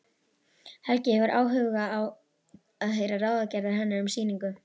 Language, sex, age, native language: Icelandic, female, 12, Icelandic